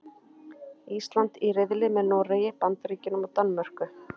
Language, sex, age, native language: Icelandic, female, 30-39, Icelandic